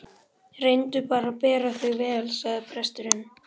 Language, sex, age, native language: Icelandic, male, 11, Icelandic